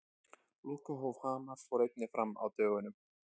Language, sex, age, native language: Icelandic, male, 20-29, Icelandic